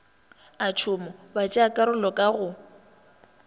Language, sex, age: Northern Sotho, female, 21